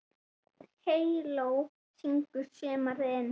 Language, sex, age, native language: Icelandic, female, 9, Icelandic